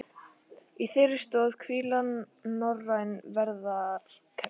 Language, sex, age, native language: Icelandic, female, 18-19, Icelandic